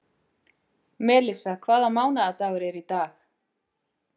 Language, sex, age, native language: Icelandic, female, 50-59, Icelandic